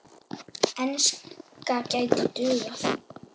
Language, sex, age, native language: Icelandic, male, 8, Icelandic